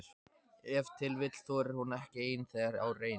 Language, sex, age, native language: Icelandic, male, 14, Icelandic